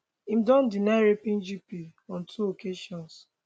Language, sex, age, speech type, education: Nigerian Pidgin, female, 15-29, spontaneous, tertiary